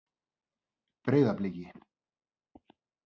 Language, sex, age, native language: Icelandic, male, 30-39, Icelandic